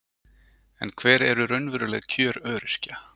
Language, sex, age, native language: Icelandic, male, 40-49, Icelandic